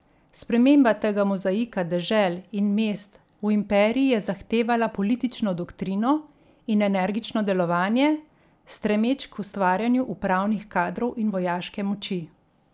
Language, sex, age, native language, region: Slovenian, female, 50-59, Slovenian, Central Slovenia